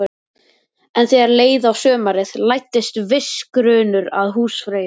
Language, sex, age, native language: Icelandic, male, 13, Icelandic